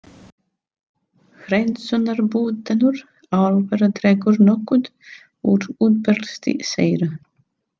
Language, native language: Icelandic, Latvian